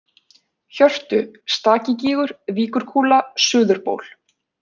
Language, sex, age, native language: Icelandic, female, 20-29, Icelandic